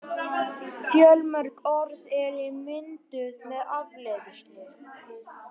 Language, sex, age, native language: Icelandic, male, 18-19, Icelandic